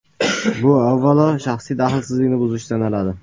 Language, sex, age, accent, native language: Uzbek, male, 18-24, Farg'ona, Uzbek